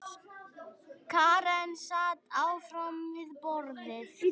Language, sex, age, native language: Icelandic, female, 9, Icelandic